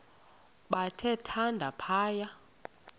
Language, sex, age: Xhosa, female, 20